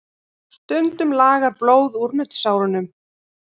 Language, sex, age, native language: Icelandic, female, 18-19, Icelandic